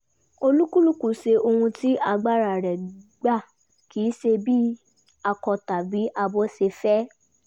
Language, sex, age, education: Yoruba, female, 15-29, tertiary